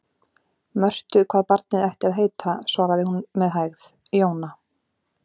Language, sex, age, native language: Icelandic, female, 40-49, Icelandic